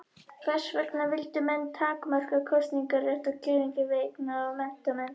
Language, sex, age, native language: Icelandic, female, 21, Icelandic